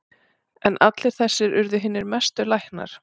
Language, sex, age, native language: Icelandic, female, 40-49, Icelandic